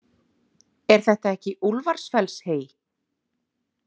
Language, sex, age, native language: Icelandic, female, 40-49, Icelandic